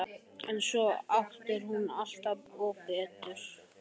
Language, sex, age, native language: Icelandic, male, 13, Icelandic